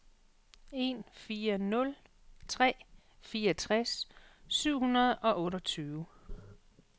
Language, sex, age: Danish, female, 48